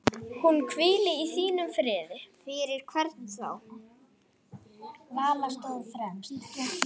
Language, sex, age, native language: Icelandic, male, 8, Icelandic